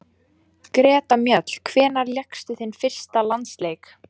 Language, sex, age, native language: Icelandic, female, 14, Icelandic